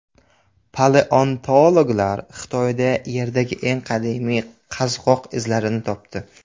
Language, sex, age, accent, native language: Uzbek, male, 18-24, Samarqand, Uzbek